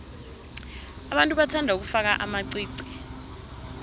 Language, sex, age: South Ndebele, female, 19